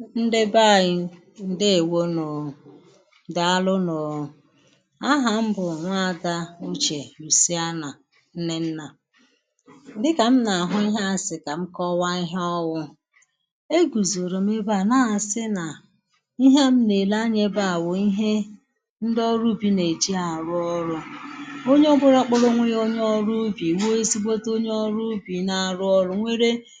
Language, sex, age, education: Igbo, female, 46-60, secondary